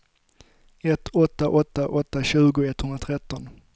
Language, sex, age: Swedish, male, 25